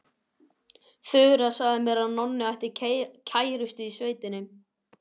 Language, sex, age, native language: Icelandic, male, 11, Icelandic